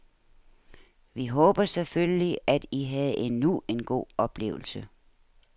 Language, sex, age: Danish, female, 69